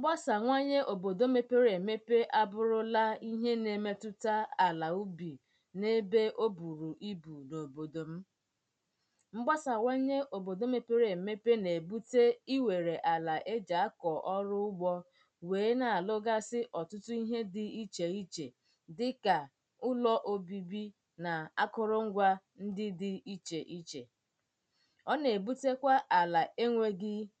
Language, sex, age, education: Igbo, female, 30-45, tertiary